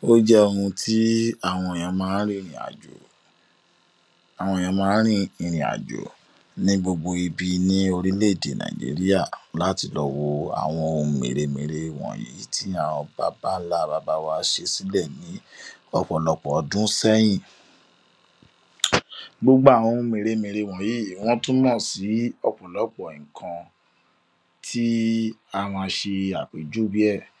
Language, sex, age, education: Yoruba, male, 15-29, tertiary